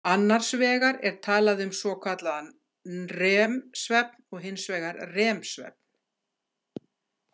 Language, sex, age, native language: Icelandic, female, 60-69, Icelandic